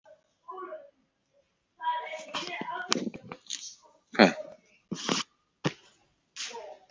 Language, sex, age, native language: Icelandic, male, 15, Icelandic